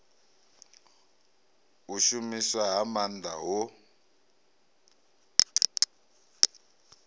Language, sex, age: Venda, male, 37